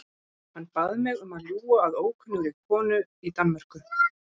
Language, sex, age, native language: Icelandic, female, 40-49, Icelandic